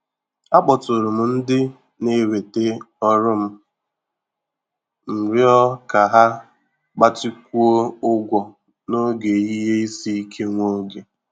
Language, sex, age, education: Igbo, male, 15-29, tertiary